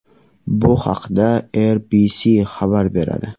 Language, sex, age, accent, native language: Uzbek, male, 18-24, Surxondaryo, Uzbek